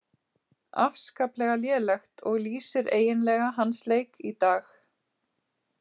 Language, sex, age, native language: Icelandic, female, 30-39, Icelandic